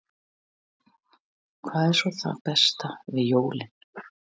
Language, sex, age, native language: Icelandic, female, 60-69, Icelandic